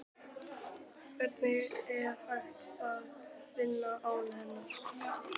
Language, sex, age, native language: Icelandic, male, 12, Icelandic